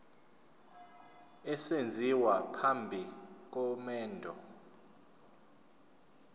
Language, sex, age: Zulu, male, 29